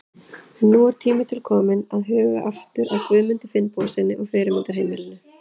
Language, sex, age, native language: Icelandic, female, 30-39, Icelandic